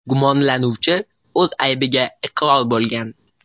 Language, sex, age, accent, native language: Uzbek, male, 18-24, Toshkent shahri, Uzbek